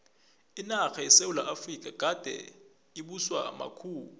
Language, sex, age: South Ndebele, male, 21